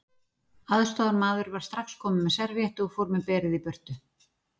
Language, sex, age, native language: Icelandic, female, 40-49, Icelandic